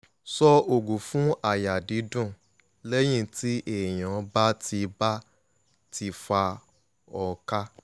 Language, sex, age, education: Yoruba, male, 15-29, tertiary